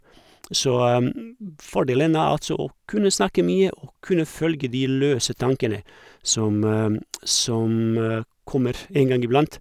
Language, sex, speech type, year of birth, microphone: Norwegian, male, spontaneous, 1971, Sennheiser